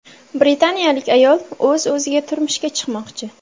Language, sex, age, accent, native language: Uzbek, female, 18-24, Samarqand, Uzbek